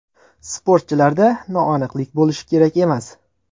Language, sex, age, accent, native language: Uzbek, male, 18-24, Xorazm, Uzbek